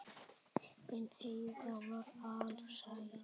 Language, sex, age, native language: Icelandic, male, 9, Icelandic